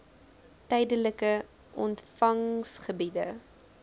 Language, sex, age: Afrikaans, female, 20